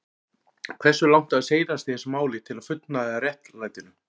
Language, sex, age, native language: Icelandic, male, 40-49, Icelandic